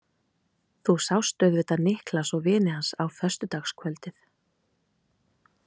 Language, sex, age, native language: Icelandic, female, 30-39, Icelandic